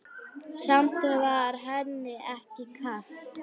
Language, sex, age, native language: Icelandic, female, 9, Icelandic